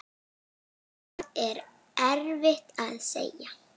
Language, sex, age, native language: Icelandic, female, 9, Icelandic